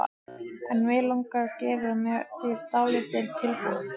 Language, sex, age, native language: Icelandic, male, 15, Icelandic